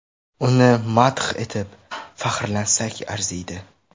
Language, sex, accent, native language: Uzbek, male, Samarqand, Uzbek